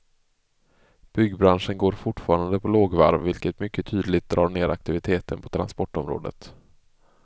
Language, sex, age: Swedish, male, 24